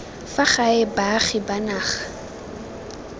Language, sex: Tswana, female